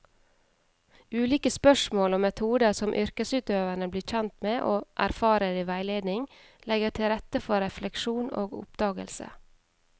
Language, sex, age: Norwegian, female, 31